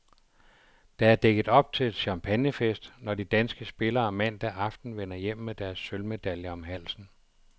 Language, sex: Danish, male